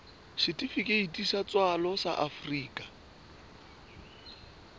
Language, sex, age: Southern Sotho, male, 24